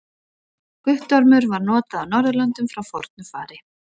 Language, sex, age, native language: Icelandic, female, 40-49, Icelandic